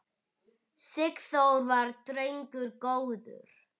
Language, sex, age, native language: Icelandic, female, 8, Icelandic